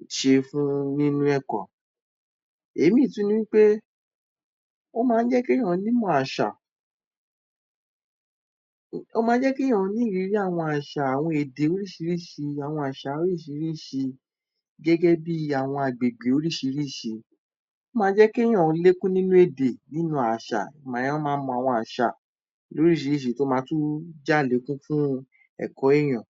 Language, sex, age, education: Yoruba, male, 30-45, tertiary